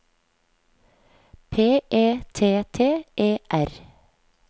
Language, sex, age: Norwegian, female, 35